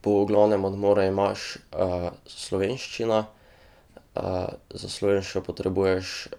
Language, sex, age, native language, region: Slovenian, male, 12-17, Slovenian, Drava region